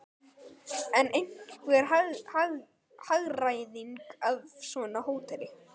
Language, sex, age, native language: Icelandic, male, 12, Icelandic